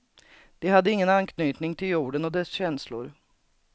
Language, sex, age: Swedish, female, 39